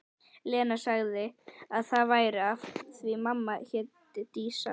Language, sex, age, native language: Icelandic, female, 11, Icelandic